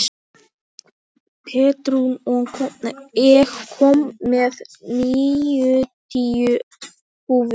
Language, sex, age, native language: Icelandic, male, 18-19, Icelandic